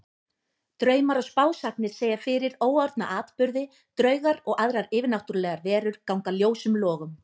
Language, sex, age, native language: Icelandic, female, 20-29, Icelandic